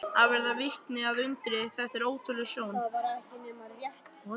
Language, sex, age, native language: Icelandic, male, 11, Icelandic